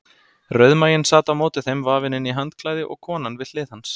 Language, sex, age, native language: Icelandic, male, 30-39, Icelandic